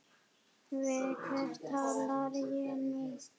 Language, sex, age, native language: Icelandic, female, 8, Icelandic